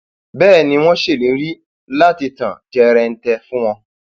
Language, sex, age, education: Yoruba, male, 30-45, tertiary